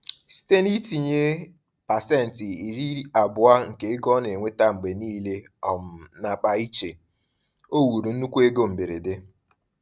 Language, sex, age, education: Igbo, male, 15-29, tertiary